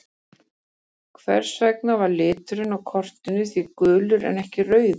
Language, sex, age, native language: Icelandic, female, 50-59, Icelandic